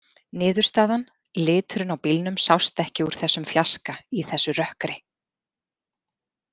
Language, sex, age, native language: Icelandic, female, 40-49, Icelandic